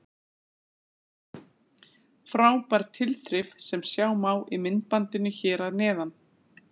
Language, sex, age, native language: Icelandic, female, 40-49, Icelandic